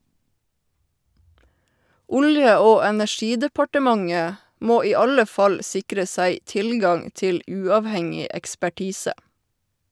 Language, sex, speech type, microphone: Norwegian, female, read, Shure